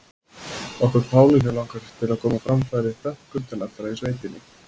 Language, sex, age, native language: Icelandic, male, 20-29, Icelandic